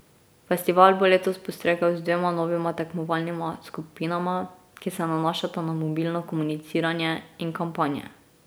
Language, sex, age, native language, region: Slovenian, female, 18-29, Slovenian, Drava region